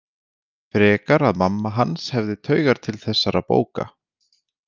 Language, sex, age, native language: Icelandic, male, 20-29, Icelandic